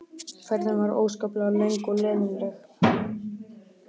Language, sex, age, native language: Icelandic, female, 12, Icelandic